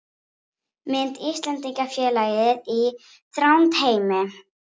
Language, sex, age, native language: Icelandic, female, 18-19, Icelandic